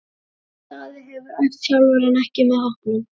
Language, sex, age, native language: Icelandic, male, 40-49, Icelandic